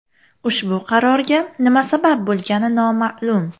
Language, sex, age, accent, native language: Uzbek, female, 18-24, Farg'ona, Uzbek